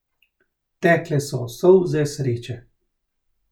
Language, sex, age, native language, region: Slovenian, male, 30-49, Slovenian, Central Slovenia